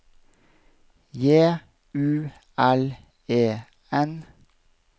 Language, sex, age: Norwegian, male, 32